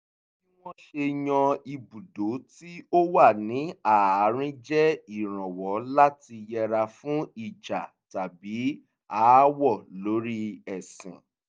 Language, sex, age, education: Yoruba, male, 15-29, tertiary